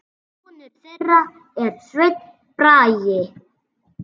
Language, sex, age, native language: Icelandic, female, 7, Icelandic